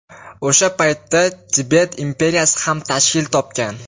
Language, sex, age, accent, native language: Uzbek, male, 18-24, Farg'ona, Uzbek